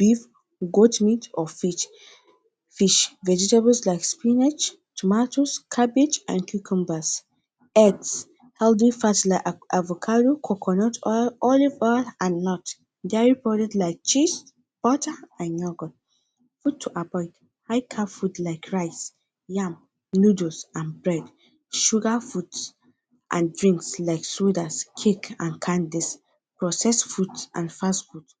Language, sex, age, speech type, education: Nigerian Pidgin, female, 15-29, spontaneous, tertiary